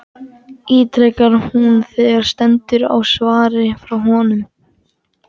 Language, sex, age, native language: Icelandic, male, 14, Icelandic